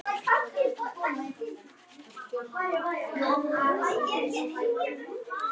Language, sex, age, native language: Icelandic, male, 8, Icelandic